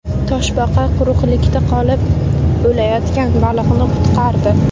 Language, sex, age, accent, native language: Uzbek, female, 18-24, Andijon, Uzbek